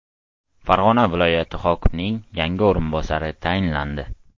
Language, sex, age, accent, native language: Uzbek, male, 12-17, Toshkent viloyati, Uzbek